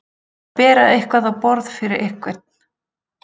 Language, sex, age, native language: Icelandic, female, 40-49, Icelandic